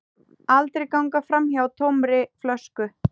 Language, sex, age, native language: Icelandic, female, 10, Icelandic